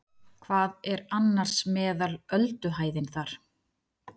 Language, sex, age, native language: Icelandic, female, 30-39, Icelandic